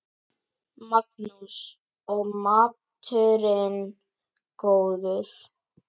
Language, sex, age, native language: Icelandic, female, 10, Icelandic